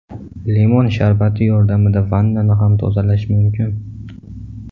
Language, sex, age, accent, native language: Uzbek, male, 18-24, Samarqand, Uzbek